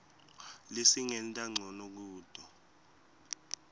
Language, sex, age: Swati, male, 18